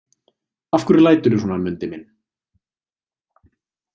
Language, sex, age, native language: Icelandic, male, 20-29, Icelandic